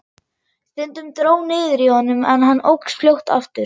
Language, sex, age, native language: Icelandic, female, 11, German